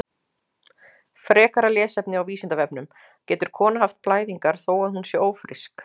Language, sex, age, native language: Icelandic, female, 40-49, Icelandic